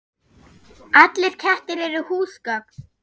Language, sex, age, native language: Icelandic, female, 10, German